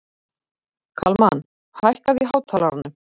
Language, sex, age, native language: Icelandic, female, 40-49, Icelandic